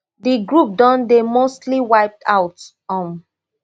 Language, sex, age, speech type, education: Nigerian Pidgin, female, 30-45, spontaneous, tertiary